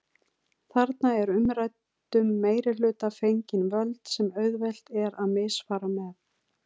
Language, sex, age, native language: Icelandic, female, 40-49, Icelandic